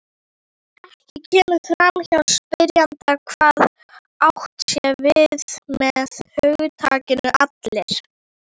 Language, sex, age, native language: Icelandic, female, 18-19, Icelandic